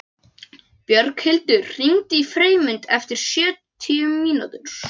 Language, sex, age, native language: Icelandic, other, 12, Icelandic